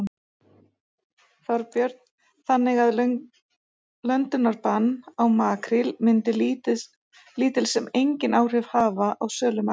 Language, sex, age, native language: Icelandic, female, 40-49, Icelandic